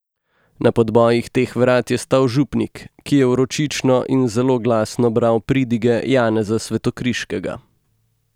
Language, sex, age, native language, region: Slovenian, male, 18-29, Slovenian, Gorenjska region